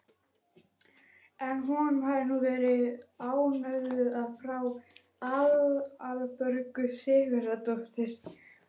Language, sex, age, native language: Icelandic, female, 11, Icelandic